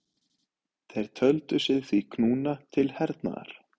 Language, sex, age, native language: Icelandic, male, 30-39, Icelandic